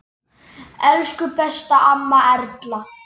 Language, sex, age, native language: Icelandic, male, 10, Icelandic